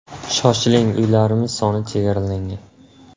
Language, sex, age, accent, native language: Uzbek, male, 18-24, Surxondaryo, Uzbek